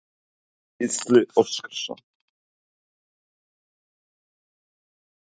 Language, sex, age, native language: Icelandic, male, 18-19, Icelandic